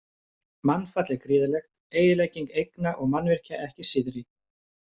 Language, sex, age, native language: Icelandic, male, 50-59, Icelandic